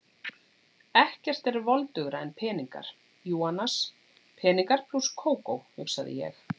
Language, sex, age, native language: Icelandic, female, 40-49, Icelandic